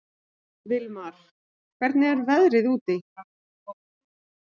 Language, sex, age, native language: Icelandic, male, 14, Icelandic